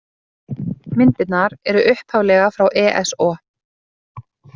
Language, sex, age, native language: Icelandic, female, 40-49, Icelandic